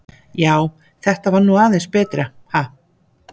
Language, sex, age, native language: Icelandic, female, 50-59, Icelandic